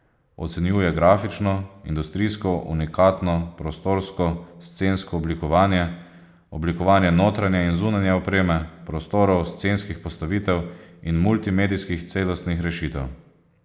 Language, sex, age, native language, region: Slovenian, male, 30-49, Slovenian, Posavska region